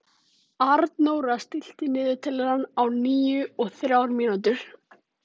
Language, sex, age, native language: Icelandic, male, 18-19, Icelandic